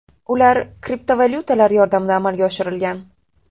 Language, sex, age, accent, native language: Uzbek, female, 18-24, Toshkent shahri, Uzbek